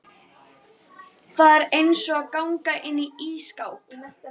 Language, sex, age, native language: Icelandic, female, 12, Icelandic